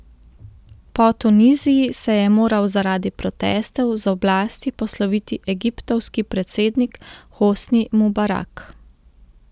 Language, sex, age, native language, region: Slovenian, female, 30-49, Slovenian, Central Slovenia